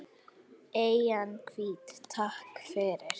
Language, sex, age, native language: Icelandic, female, 8, Icelandic